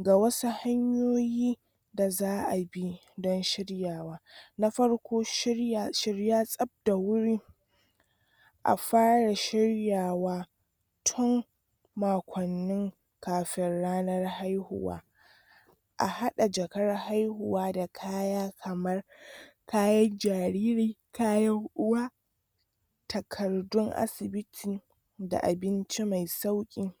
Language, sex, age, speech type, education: Hausa, female, 30-45, spontaneous, tertiary